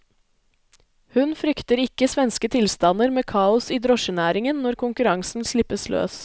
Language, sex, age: Norwegian, female, 20